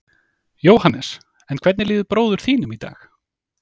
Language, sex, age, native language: Icelandic, male, 30-39, Icelandic